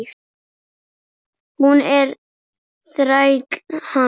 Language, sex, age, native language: Icelandic, male, 8, Icelandic